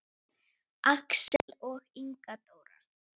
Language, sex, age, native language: Icelandic, female, 9, Icelandic